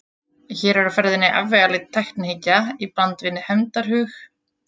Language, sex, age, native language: Icelandic, female, 20-29, Icelandic